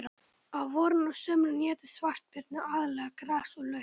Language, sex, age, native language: Icelandic, male, 18-19, Icelandic